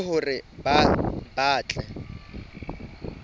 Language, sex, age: Southern Sotho, male, 24